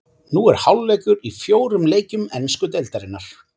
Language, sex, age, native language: Icelandic, male, 40-49, Icelandic